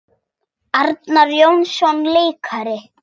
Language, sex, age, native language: Icelandic, female, 6, Icelandic